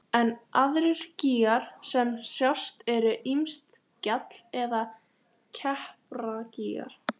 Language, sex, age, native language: Icelandic, female, 13, Icelandic